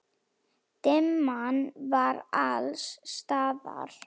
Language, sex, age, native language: Icelandic, female, 8, Slovak